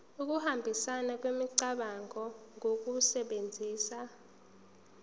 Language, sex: Zulu, female